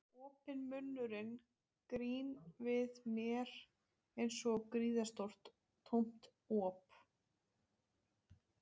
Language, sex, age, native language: Icelandic, female, 20-29, Icelandic